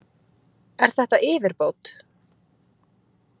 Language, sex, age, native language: Icelandic, female, 20-29, Icelandic